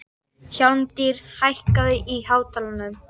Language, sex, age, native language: Icelandic, female, 13, Icelandic